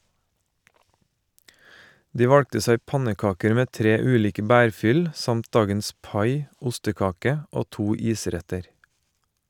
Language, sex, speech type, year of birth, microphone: Norwegian, male, read, 1970, Shure